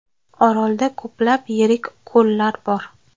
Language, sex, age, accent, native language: Uzbek, female, 19-29, Farg'ona, Uzbek